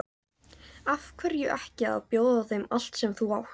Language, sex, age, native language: Icelandic, female, 14, Icelandic